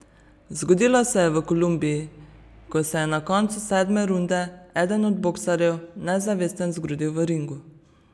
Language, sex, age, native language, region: Slovenian, female, 30-49, Slovenian, Savinja region